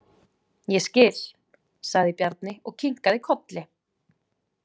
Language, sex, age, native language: Icelandic, female, 20-29, Icelandic